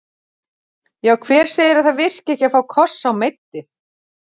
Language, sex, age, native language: Icelandic, female, 40-49, Icelandic